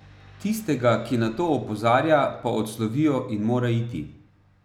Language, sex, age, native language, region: Slovenian, male, 30-49, Slovenian, Savinja region